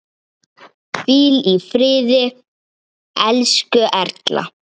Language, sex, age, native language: Icelandic, male, 7, Icelandic